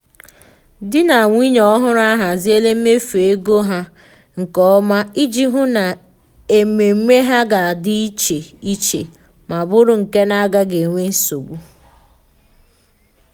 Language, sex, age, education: Igbo, female, 15-29, tertiary